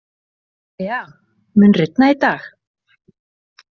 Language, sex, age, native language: Icelandic, female, 40-49, Icelandic